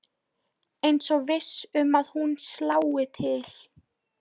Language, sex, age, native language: Icelandic, female, 13, Polish